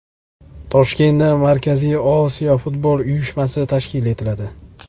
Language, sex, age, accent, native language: Uzbek, male, 25-34, Jizzax, Uzbek